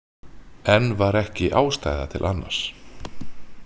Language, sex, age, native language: Icelandic, male, 30-39, Icelandic